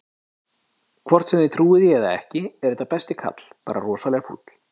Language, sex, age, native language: Icelandic, male, 30-39, Icelandic